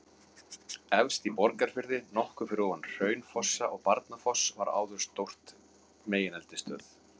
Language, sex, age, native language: Icelandic, male, 40-49, Icelandic